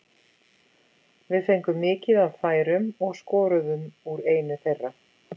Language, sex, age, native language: Icelandic, female, 50-59, Icelandic